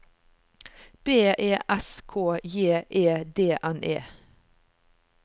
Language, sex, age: Norwegian, female, 45